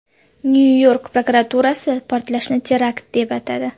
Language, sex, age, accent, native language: Uzbek, female, 25-34, Surxondaryo, Uzbek